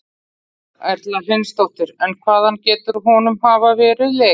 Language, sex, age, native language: Icelandic, female, 40-49, Icelandic